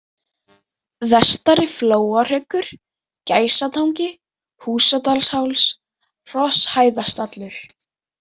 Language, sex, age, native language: Icelandic, female, 18-19, Icelandic